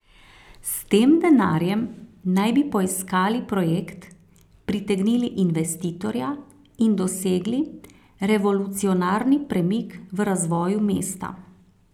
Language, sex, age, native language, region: Slovenian, female, 30-49, Slovenian, Carinthia region